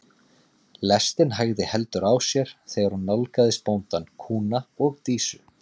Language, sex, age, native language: Icelandic, male, 30-39, Icelandic